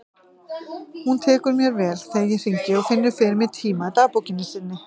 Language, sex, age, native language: Icelandic, female, 50-59, Icelandic